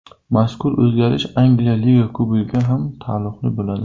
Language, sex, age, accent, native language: Uzbek, male, 19-29, Surxondaryo, Uzbek